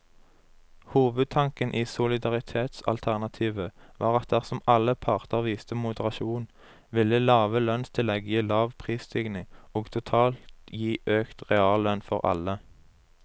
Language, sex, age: Norwegian, male, 23